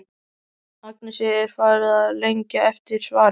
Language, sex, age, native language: Icelandic, male, 13, Icelandic